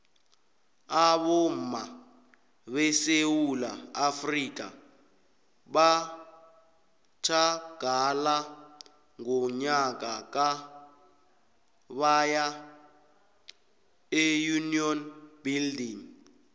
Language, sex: South Ndebele, male